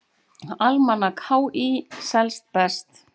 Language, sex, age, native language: Icelandic, female, 40-49, Icelandic